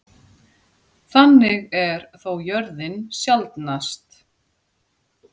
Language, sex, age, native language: Icelandic, female, 40-49, Icelandic